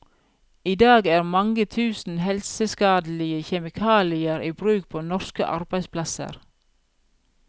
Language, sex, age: Norwegian, female, 42